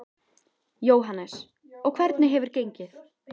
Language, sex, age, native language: Icelandic, female, 14, Icelandic